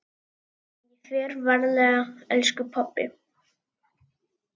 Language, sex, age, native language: Icelandic, male, 10, Icelandic